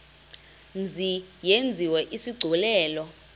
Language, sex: Xhosa, female